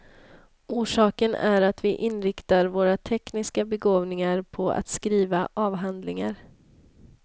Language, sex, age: Swedish, female, 26